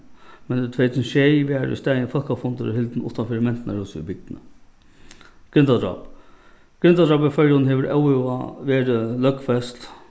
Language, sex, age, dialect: Faroese, male, 36-60, Norðuroyggjar